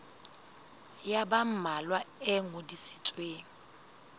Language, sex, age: Southern Sotho, female, 19